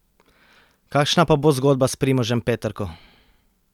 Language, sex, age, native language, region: Slovenian, male, 30-49, Slovenian, Central Slovenia